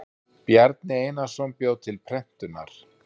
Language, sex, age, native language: Icelandic, male, 50-59, Icelandic